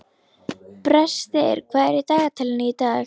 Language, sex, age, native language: Icelandic, female, 11, Icelandic